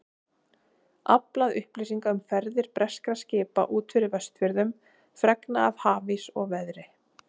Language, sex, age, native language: Icelandic, female, 30-39, Icelandic